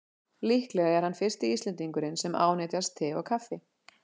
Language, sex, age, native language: Icelandic, female, 40-49, Icelandic